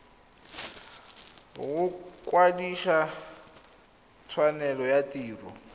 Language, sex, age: Tswana, male, 21